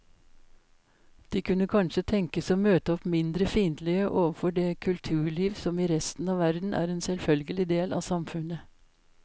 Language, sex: Norwegian, female